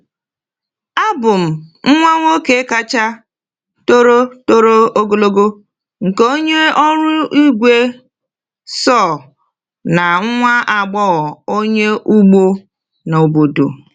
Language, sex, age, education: Igbo, female, 30-45, tertiary